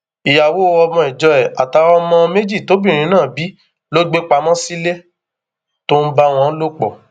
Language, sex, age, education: Yoruba, male, 15-29, tertiary